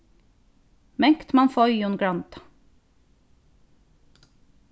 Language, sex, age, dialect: Faroese, female, 15-35, Norðurstreymoy/Eysturoy